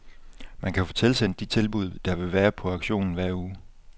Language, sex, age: Danish, male, 24